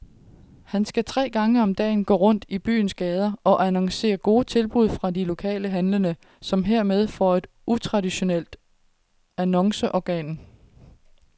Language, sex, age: Danish, female, 30